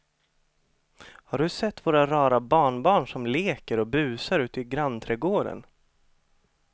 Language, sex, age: Swedish, male, 25